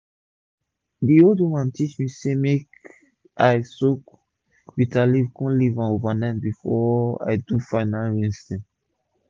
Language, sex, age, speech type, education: Nigerian Pidgin, male, 15-29, spontaneous, tertiary